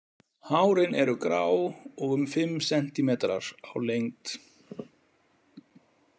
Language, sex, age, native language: Icelandic, male, 40-49, Icelandic